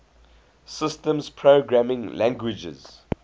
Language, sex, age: English, male, 20